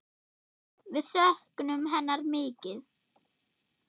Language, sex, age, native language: Icelandic, female, 10, German